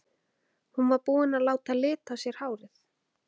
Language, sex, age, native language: Icelandic, female, 14, Icelandic